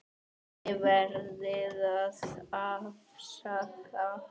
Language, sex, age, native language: Icelandic, male, 8, Icelandic